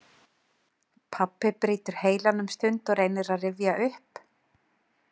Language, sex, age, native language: Icelandic, female, 40-49, Icelandic